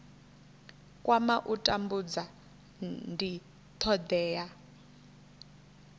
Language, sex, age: Venda, female, 21